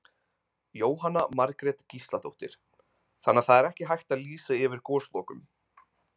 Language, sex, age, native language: Icelandic, male, 20-29, Icelandic